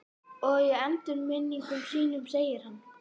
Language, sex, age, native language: Icelandic, male, 11, Icelandic